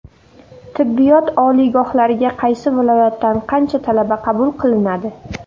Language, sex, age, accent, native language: Uzbek, female, under 19, Navoiy, Uzbek